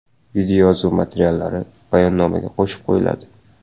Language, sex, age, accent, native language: Uzbek, male, 18-24, Samarqand, Uzbek